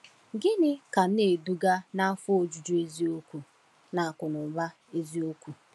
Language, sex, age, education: Igbo, female, 15-29, tertiary